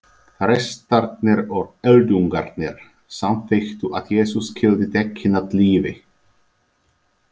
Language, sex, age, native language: Icelandic, male, 30-39, Icelandic